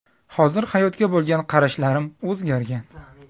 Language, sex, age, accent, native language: Uzbek, male, 25-34, Farg'ona, Uzbek